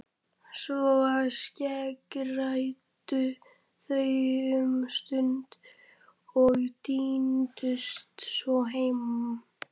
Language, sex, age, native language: Icelandic, male, 11, Icelandic